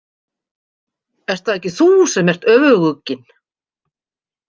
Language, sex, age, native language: Icelandic, female, 50-59, Icelandic